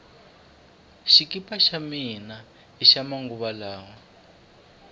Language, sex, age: Tsonga, male, 23